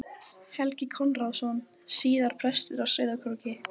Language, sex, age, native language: Icelandic, female, 12, Icelandic